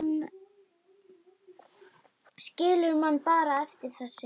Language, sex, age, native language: Icelandic, other, 10, Icelandic